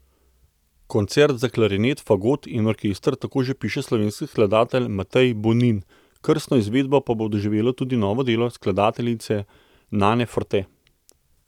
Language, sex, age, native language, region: Slovenian, male, 30-49, Slovenian, Central Slovenia